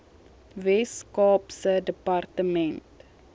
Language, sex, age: Afrikaans, female, 21